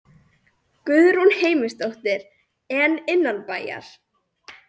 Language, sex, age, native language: Icelandic, male, 40-49, Icelandic